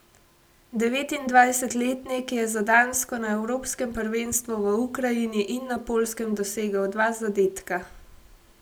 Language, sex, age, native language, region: Slovenian, female, 18-29, Slovenian, Gorenjska region